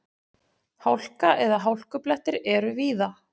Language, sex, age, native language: Icelandic, female, 40-49, Icelandic